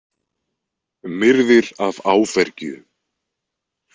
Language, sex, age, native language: Icelandic, male, 20-29, Icelandic